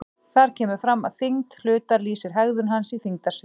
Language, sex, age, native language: Icelandic, female, 40-49, Icelandic